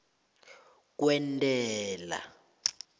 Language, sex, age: South Ndebele, male, 22